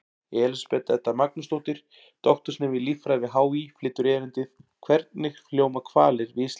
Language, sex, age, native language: Icelandic, male, 40-49, Icelandic